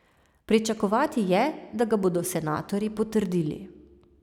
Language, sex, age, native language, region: Slovenian, female, 30-49, Slovenian, Savinja region